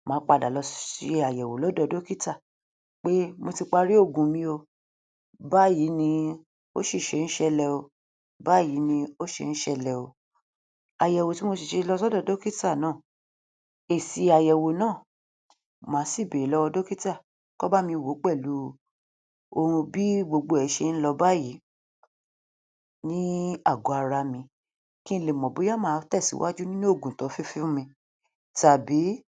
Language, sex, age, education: Yoruba, female, 30-45, tertiary